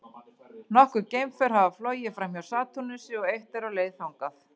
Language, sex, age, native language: Icelandic, female, 40-49, Icelandic